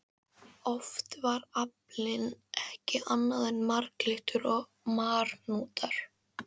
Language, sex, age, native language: Icelandic, female, 13, Icelandic